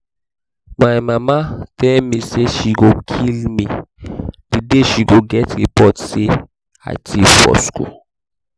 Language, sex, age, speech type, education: Nigerian Pidgin, male, 15-29, spontaneous, tertiary